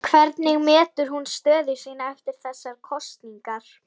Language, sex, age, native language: Icelandic, female, 11, Icelandic